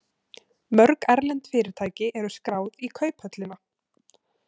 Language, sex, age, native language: Icelandic, female, 18-19, Icelandic